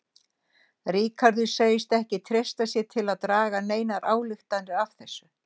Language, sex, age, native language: Icelandic, female, 60-69, Icelandic